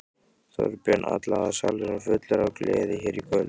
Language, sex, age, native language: Icelandic, male, 15, Icelandic